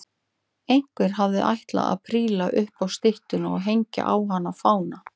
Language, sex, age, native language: Icelandic, female, 40-49, Icelandic